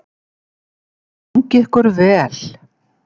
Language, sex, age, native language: Icelandic, female, 70-79, Icelandic